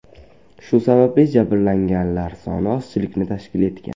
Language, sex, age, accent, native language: Uzbek, male, under 19, Andijon, Uzbek